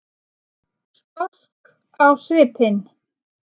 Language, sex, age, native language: Icelandic, female, 40-49, Icelandic